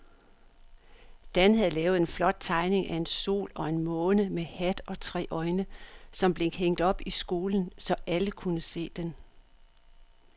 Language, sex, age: Danish, female, 62